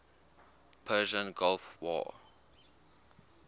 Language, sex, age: English, male, 19